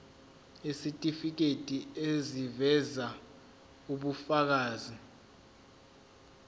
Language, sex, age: Zulu, male, 20